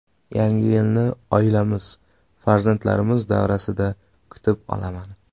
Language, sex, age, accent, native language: Uzbek, male, 18-24, Qashqadaryo, Uzbek